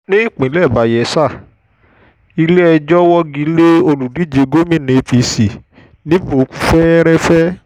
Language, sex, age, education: Yoruba, male, 15-29, tertiary